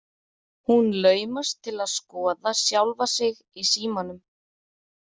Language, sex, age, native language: Icelandic, female, 30-39, Icelandic